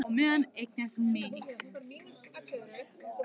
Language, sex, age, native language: Icelandic, female, 15, Icelandic